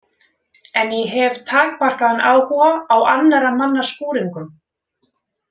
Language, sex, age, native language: Icelandic, female, 30-39, Icelandic